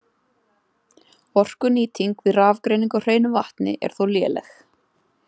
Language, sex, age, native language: Icelandic, female, 30-39, Icelandic